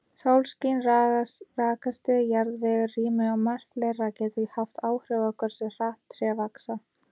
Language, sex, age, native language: Icelandic, female, 18-19, Icelandic